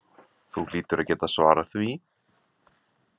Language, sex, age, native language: Icelandic, male, 40-49, Icelandic